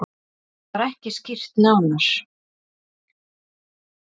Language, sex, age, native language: Icelandic, female, 30-39, Icelandic